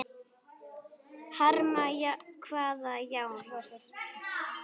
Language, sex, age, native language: Icelandic, female, 9, Icelandic